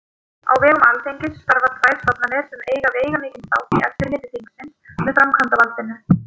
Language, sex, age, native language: Icelandic, female, 30-39, Icelandic